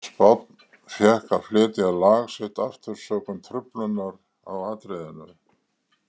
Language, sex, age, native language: Icelandic, male, 80-89, Icelandic